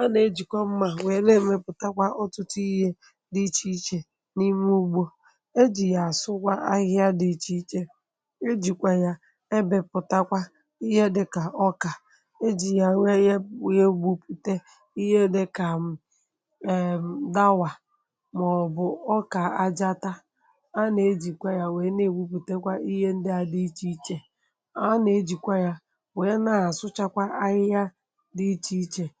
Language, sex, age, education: Igbo, female, 46-60, tertiary